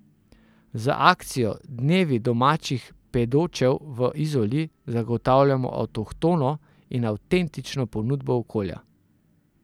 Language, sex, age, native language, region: Slovenian, male, 30-49, Slovenian, Central Slovenia